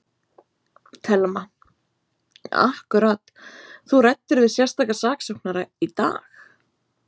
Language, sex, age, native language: Icelandic, female, 20-29, Icelandic